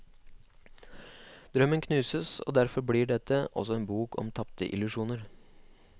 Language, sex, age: Norwegian, male, 25